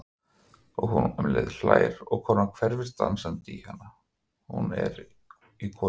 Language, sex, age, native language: Icelandic, male, 50-59, Icelandic